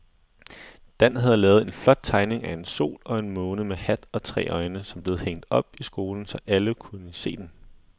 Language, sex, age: Danish, male, 20